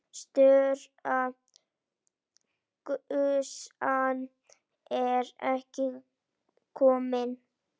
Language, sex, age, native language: Icelandic, female, 9, Icelandic